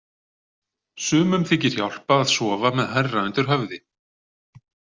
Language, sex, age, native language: Icelandic, male, 40-49, Icelandic